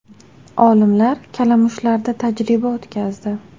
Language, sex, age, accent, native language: Uzbek, female, 18-24, Toshkent shahri, Uzbek